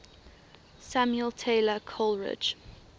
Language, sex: English, female